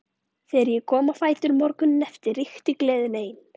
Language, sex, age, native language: Icelandic, female, 13, Icelandic